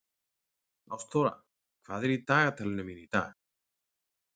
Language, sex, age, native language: Icelandic, male, 40-49, Icelandic